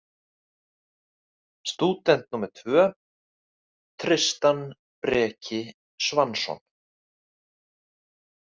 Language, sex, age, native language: Icelandic, male, 30-39, Icelandic